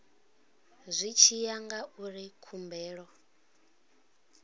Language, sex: Venda, female